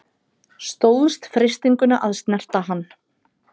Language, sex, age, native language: Icelandic, female, 30-39, Icelandic